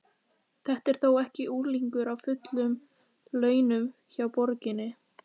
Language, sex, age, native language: Icelandic, female, 15, Icelandic